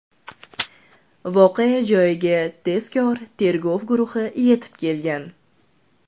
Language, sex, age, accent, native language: Uzbek, female, 18-24, Toshkent shahri, Uzbek